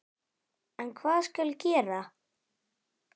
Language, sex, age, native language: Icelandic, male, 10, Icelandic